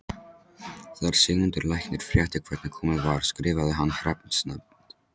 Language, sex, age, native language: Icelandic, male, 13, Polish